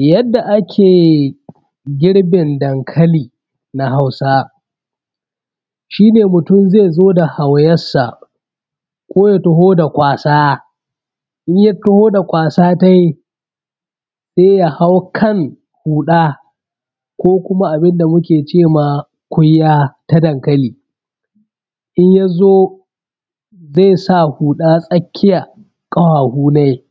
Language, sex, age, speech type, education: Hausa, male, 15-29, spontaneous, primary